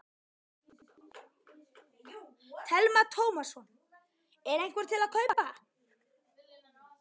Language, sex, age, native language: Icelandic, male, 12, Icelandic